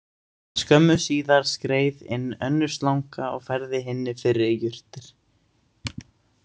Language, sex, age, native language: Icelandic, male, 18-19, Icelandic